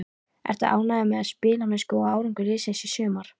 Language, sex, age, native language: Icelandic, female, 13, Icelandic